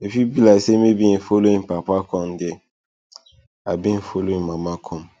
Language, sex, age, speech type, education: Nigerian Pidgin, male, 15-29, spontaneous, tertiary